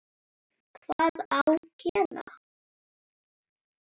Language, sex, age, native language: Icelandic, female, 9, Icelandic